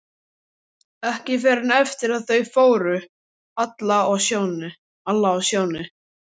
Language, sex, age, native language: Icelandic, male, 12, Icelandic